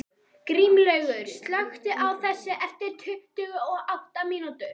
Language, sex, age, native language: Icelandic, female, 11, Icelandic